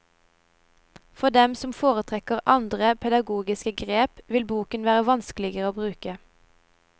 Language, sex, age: Norwegian, female, 17